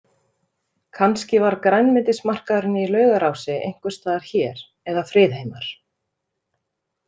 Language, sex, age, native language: Icelandic, female, 30-39, Icelandic